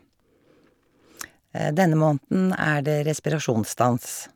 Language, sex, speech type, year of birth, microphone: Norwegian, female, spontaneous, 1951, Shure